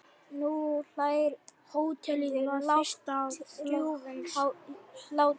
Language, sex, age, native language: Icelandic, male, 9, Icelandic